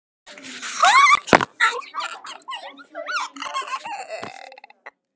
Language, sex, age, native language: Icelandic, male, 10, Icelandic